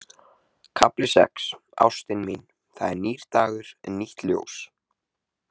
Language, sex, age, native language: Icelandic, male, 18-19, Icelandic